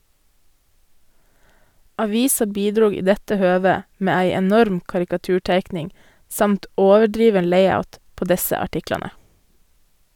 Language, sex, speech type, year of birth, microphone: Norwegian, female, read, 1988, Sennheiser